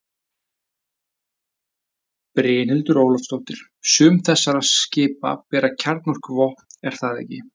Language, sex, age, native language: Icelandic, male, 20-29, Icelandic